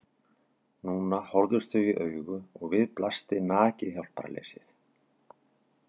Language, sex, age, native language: Icelandic, male, 40-49, Icelandic